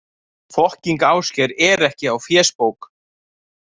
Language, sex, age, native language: Icelandic, male, 30-39, Icelandic